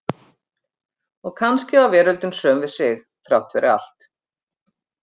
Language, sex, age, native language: Icelandic, female, 50-59, Icelandic